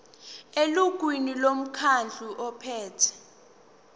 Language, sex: Zulu, female